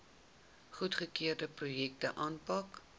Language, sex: Afrikaans, female